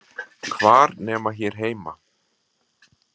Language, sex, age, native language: Icelandic, male, 40-49, Icelandic